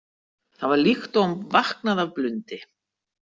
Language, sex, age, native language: Icelandic, female, 60-69, Icelandic